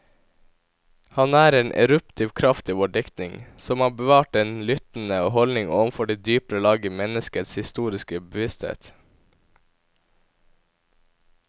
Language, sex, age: Norwegian, male, 17